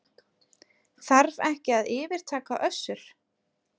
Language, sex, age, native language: Icelandic, female, 30-39, Icelandic